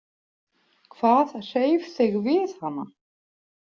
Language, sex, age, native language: Icelandic, female, 40-49, Icelandic